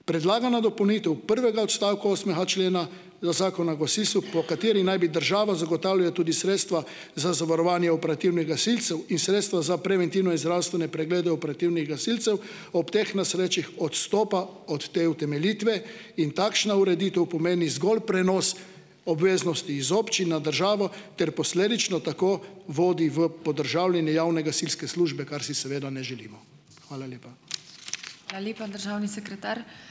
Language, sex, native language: Slovenian, male, Slovenian